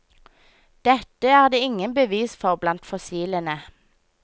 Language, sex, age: Norwegian, female, 24